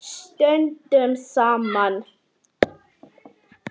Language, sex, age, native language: Icelandic, female, 9, Icelandic